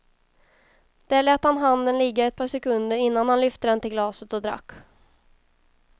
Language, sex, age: Swedish, female, 22